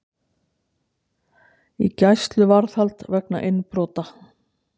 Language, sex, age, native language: Icelandic, female, 60-69, Icelandic